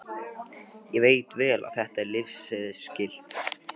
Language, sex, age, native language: Icelandic, male, 15, Icelandic